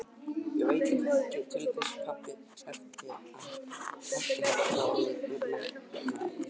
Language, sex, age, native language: Icelandic, male, 18-19, Icelandic